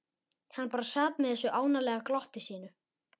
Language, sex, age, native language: Icelandic, male, 11, Icelandic